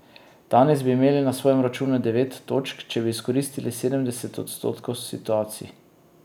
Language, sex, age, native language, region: Slovenian, male, 30-49, Slovenian, Drava region